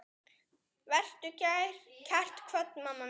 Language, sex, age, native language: Icelandic, male, 9, Icelandic